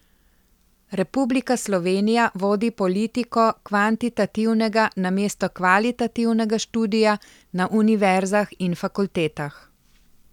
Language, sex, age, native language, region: Slovenian, female, 50-59, Slovenian, Central Slovenia